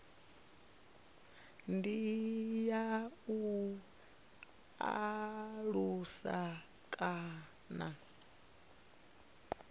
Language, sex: Venda, female